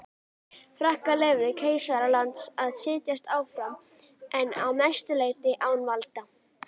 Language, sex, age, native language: Icelandic, female, 40-49, Icelandic